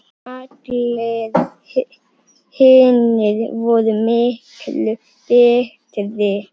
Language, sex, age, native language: Icelandic, female, 9, Icelandic